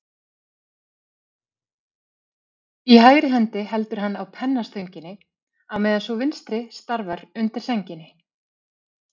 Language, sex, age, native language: Icelandic, female, 30-39, Icelandic